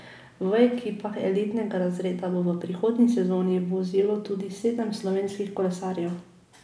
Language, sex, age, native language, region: Slovenian, female, 18-29, Slovenian, Drava region